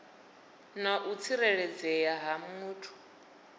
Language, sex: Venda, female